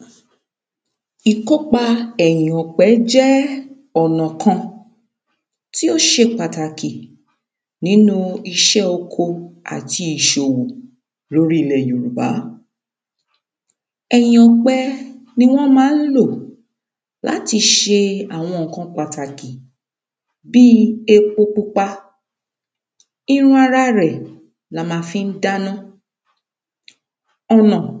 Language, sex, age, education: Yoruba, female, 30-45, secondary